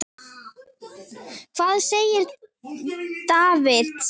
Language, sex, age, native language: Icelandic, female, 8, Icelandic